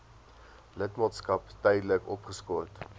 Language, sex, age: Afrikaans, male, 20